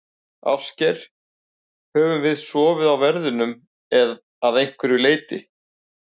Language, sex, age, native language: Icelandic, male, 40-49, Icelandic